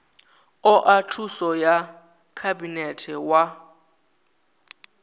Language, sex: Venda, male